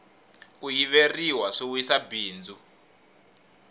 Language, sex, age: Tsonga, male, 21